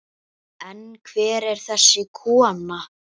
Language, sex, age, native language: Icelandic, male, 9, Icelandic